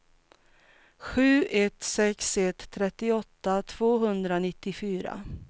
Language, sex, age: Swedish, female, 42